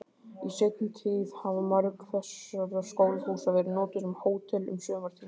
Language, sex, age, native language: Icelandic, male, 18-19, Icelandic